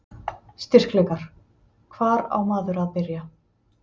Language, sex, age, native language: Icelandic, female, 50-59, Icelandic